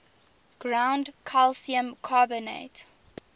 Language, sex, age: English, female, 19